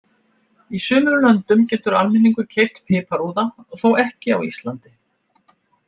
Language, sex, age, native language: Icelandic, female, 70-79, Icelandic